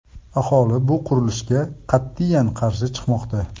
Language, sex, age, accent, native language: Uzbek, male, 25-34, Sirdaryo, Uzbek